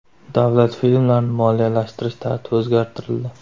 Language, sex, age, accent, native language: Uzbek, male, 18-24, Surxondaryo, Uzbek